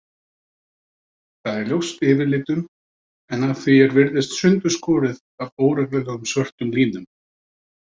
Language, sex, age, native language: Icelandic, male, 30-39, Icelandic